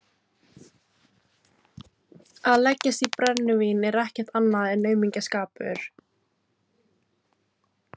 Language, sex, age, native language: Icelandic, female, 40-49, Filipino